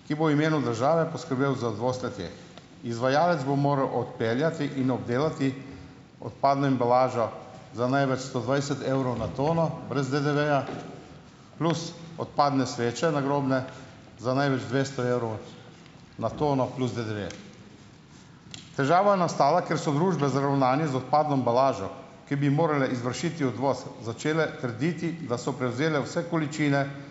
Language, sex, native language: Slovenian, male, Slovenian